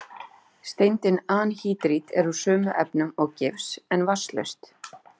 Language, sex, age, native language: Icelandic, female, 40-49, Icelandic